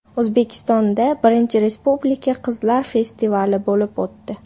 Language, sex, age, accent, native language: Uzbek, female, 18-24, Namangan, Uzbek